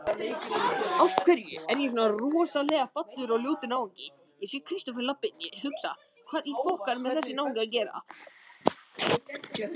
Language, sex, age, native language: Icelandic, other, 18-19, Icelandic